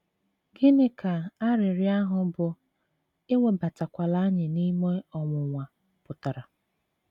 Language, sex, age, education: Igbo, female, 30-45, tertiary